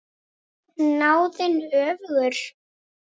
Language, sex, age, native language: Icelandic, female, 10, Icelandic